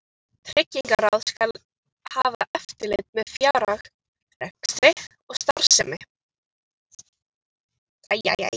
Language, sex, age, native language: Icelandic, other, 13, Icelandic